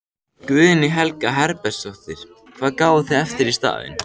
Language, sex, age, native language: Icelandic, male, 14, Icelandic